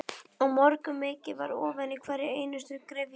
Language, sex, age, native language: Icelandic, female, 12, Icelandic